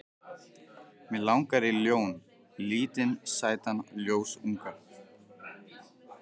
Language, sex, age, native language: Icelandic, male, 15, Icelandic